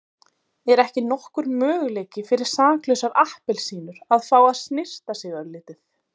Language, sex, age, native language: Icelandic, female, 30-39, Icelandic